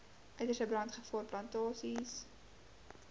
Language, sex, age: Afrikaans, female, 18